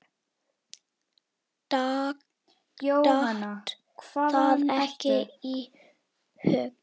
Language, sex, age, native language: Icelandic, female, 10, Icelandic